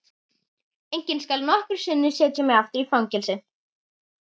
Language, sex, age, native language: Icelandic, female, 11, Icelandic